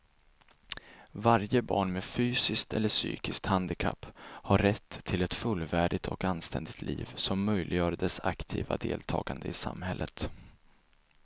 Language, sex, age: Swedish, male, 24